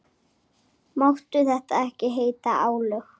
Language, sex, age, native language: Icelandic, female, 8, Icelandic